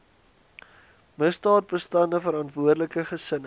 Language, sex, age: Afrikaans, male, 19